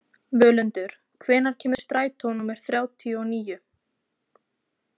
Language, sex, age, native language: Icelandic, female, 20-29, Icelandic